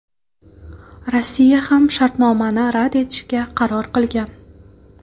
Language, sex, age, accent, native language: Uzbek, female, 18-24, Qoraqalpog'iston, Karakalpak